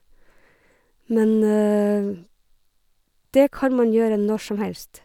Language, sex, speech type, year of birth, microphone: Norwegian, female, spontaneous, 1969, Sennheiser